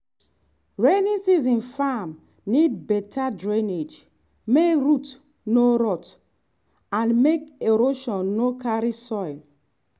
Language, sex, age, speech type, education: Nigerian Pidgin, female, 30-45, spontaneous, tertiary